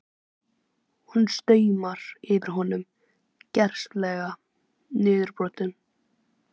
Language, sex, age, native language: Icelandic, female, 11, Icelandic